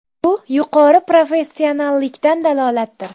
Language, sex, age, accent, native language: Uzbek, female, 12-17, Jizzax, Uzbek